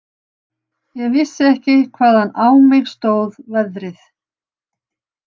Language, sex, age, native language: Icelandic, female, 60-69, Icelandic